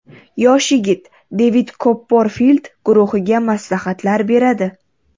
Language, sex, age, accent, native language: Uzbek, female, 12-17, Qoraqalpog'iston, Uzbek